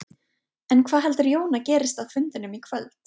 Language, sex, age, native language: Icelandic, female, 20-29, Icelandic